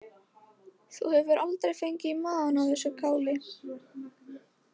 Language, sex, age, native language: Icelandic, female, 15, Icelandic